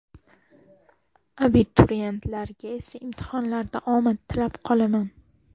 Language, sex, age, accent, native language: Uzbek, female, 12-17, Toshkent shahri, Uzbek